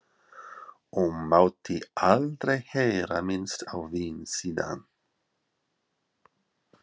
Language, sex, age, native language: Icelandic, male, 40-49, English